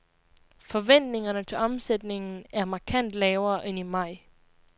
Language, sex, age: Danish, female, 20